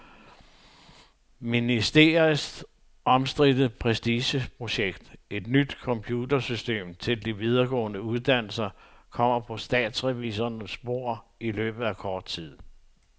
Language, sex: Danish, male